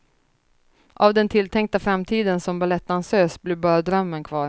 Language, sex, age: Swedish, female, 30